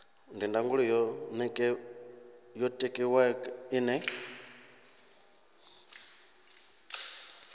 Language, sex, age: Venda, male, 26